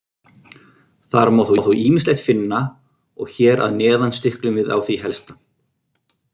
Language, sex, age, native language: Icelandic, male, 50-59, Icelandic